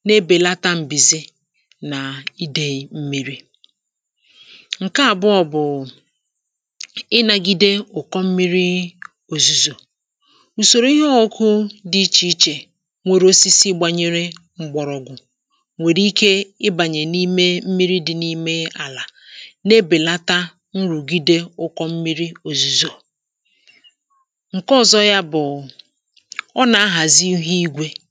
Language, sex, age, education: Igbo, female, 30-45, tertiary